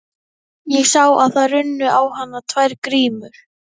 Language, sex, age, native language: Icelandic, female, 11, Icelandic